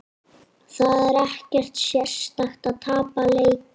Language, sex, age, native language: Icelandic, female, 30-39, Icelandic